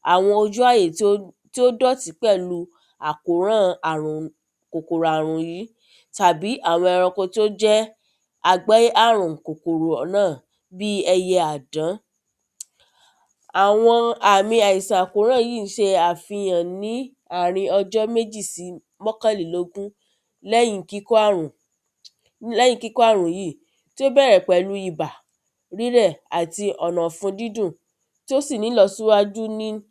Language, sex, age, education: Yoruba, female, 30-45, tertiary